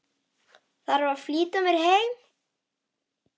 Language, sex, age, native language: Icelandic, male, 9, Icelandic